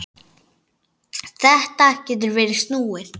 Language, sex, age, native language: Icelandic, male, 9, Icelandic